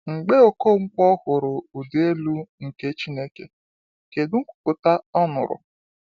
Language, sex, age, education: Igbo, male, 15-29, tertiary